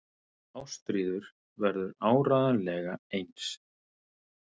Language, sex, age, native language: Icelandic, male, 30-39, Icelandic